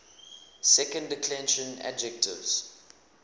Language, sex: English, male